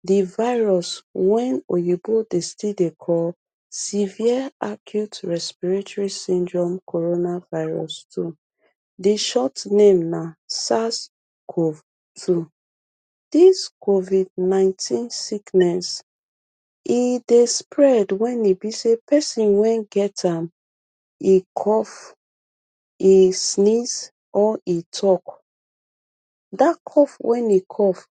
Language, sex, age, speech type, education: Nigerian Pidgin, female, 30-45, spontaneous, tertiary